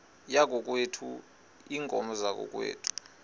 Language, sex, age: Xhosa, male, 38